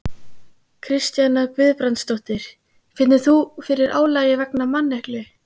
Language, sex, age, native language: Icelandic, female, 15, Icelandic